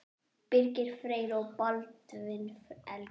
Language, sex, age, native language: Icelandic, female, 10, Icelandic